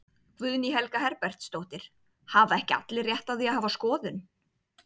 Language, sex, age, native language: Icelandic, female, 30-39, Icelandic